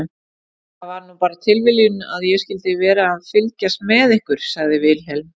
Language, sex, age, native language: Icelandic, female, 40-49, Icelandic